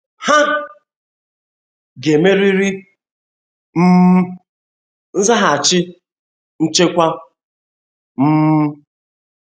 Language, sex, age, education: Igbo, male, 15-29, tertiary